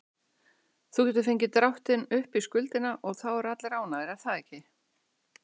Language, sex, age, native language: Icelandic, female, 60-69, Icelandic